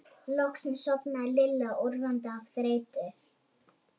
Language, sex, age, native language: Icelandic, male, 11, Icelandic